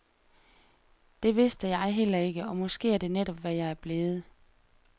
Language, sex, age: Danish, female, 33